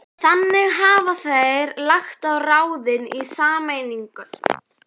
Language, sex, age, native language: Icelandic, female, 11, Icelandic